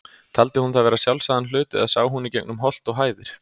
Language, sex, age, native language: Icelandic, male, 30-39, Icelandic